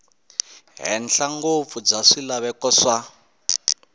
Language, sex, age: Tsonga, male, 19